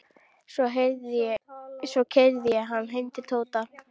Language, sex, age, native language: Icelandic, female, 12, Icelandic